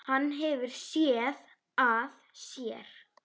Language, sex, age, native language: Icelandic, male, 10, Icelandic